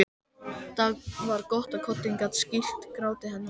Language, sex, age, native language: Icelandic, male, 13, Icelandic